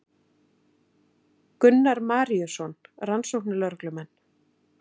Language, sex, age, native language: Icelandic, female, 40-49, Icelandic